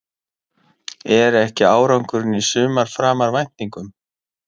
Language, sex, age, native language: Icelandic, female, 11, English